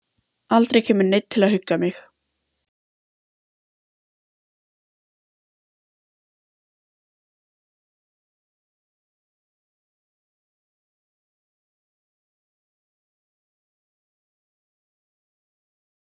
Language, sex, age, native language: Icelandic, female, 14, Icelandic